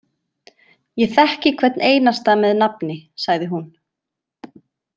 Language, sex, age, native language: Icelandic, female, 20-29, Icelandic